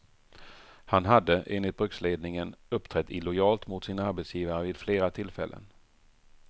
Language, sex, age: Swedish, male, 48